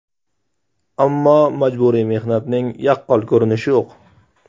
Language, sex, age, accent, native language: Uzbek, male, 18-24, Namangan, Uzbek